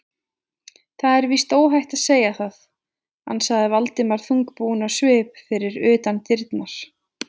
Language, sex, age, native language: Icelandic, female, 20-29, Icelandic